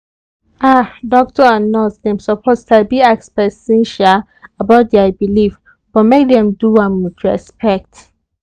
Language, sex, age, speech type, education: Nigerian Pidgin, female, 15-29, spontaneous, tertiary